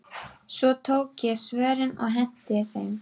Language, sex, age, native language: Icelandic, female, 12, Icelandic